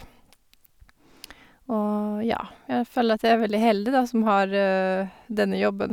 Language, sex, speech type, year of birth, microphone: Norwegian, female, spontaneous, 1985, Sennheiser